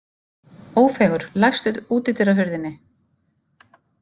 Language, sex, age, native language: Icelandic, female, 50-59, Icelandic